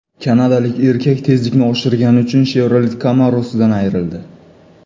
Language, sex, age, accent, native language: Uzbek, male, 25-34, Toshkent shahri, Uzbek